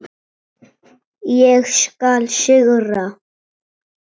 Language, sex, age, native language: Icelandic, male, 7, Icelandic